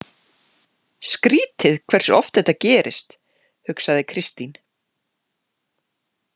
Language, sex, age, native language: Icelandic, female, 40-49, Icelandic